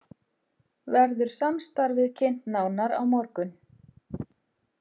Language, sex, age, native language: Icelandic, female, 50-59, Icelandic